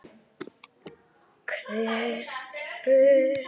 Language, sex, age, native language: Icelandic, female, 10, Icelandic